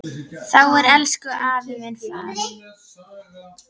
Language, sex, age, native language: Icelandic, female, 10, Icelandic